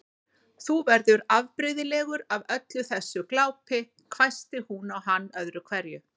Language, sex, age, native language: Icelandic, female, 40-49, Icelandic